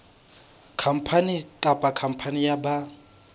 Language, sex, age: Southern Sotho, male, 22